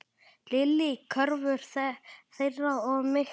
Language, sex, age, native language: Icelandic, male, 8, Icelandic